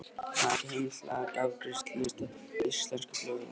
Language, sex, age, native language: Icelandic, male, 18-19, Icelandic